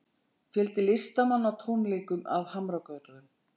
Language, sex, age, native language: Icelandic, female, 40-49, Icelandic